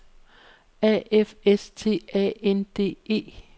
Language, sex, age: Danish, female, 48